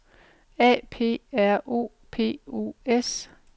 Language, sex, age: Danish, female, 45